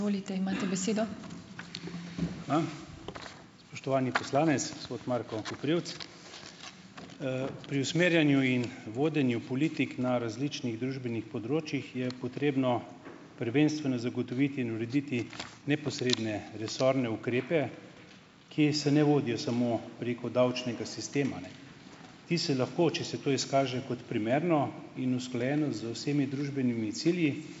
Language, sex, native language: Slovenian, male, Slovenian